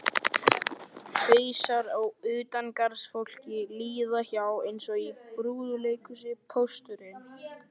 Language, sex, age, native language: Icelandic, male, 11, Icelandic